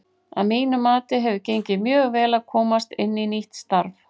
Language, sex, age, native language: Icelandic, female, 40-49, Icelandic